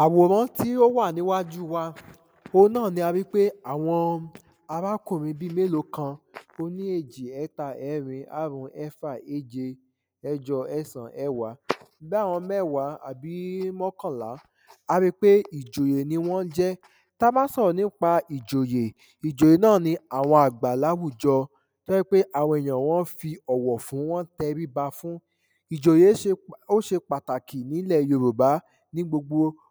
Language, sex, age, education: Yoruba, male, 15-29, tertiary